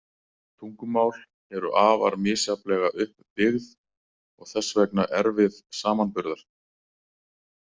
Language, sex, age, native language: Icelandic, male, 40-49, Icelandic